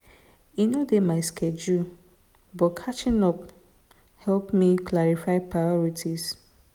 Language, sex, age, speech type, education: Nigerian Pidgin, female, 30-45, spontaneous, tertiary